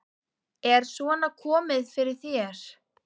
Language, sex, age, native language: Icelandic, female, 9, Icelandic